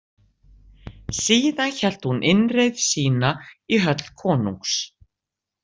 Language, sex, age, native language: Icelandic, female, 60-69, Icelandic